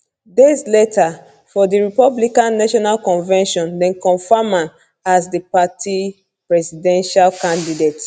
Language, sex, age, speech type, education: Nigerian Pidgin, female, 15-29, spontaneous, tertiary